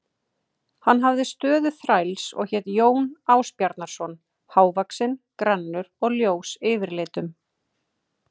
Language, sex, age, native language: Icelandic, female, 30-39, Icelandic